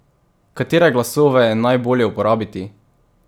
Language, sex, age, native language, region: Slovenian, male, 18-29, Slovenian, Drava region